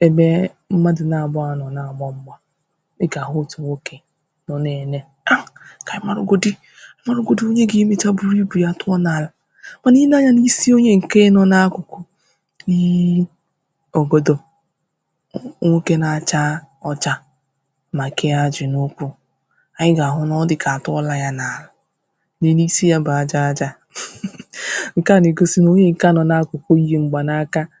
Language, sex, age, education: Igbo, female, 15-29, tertiary